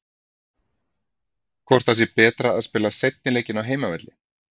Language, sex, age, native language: Icelandic, male, 30-39, Icelandic